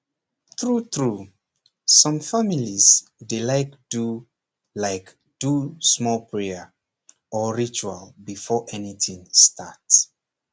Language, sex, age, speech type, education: Nigerian Pidgin, male, 15-29, spontaneous, secondary